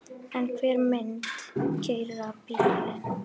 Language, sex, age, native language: Icelandic, female, 9, Icelandic